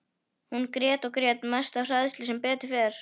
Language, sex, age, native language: Icelandic, female, 11, Icelandic